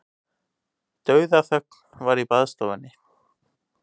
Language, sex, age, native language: Icelandic, male, 18-19, Icelandic